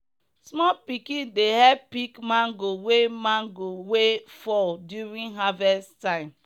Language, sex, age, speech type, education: Nigerian Pidgin, female, 30-45, spontaneous, tertiary